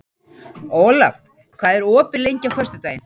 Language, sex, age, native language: Icelandic, female, 40-49, Icelandic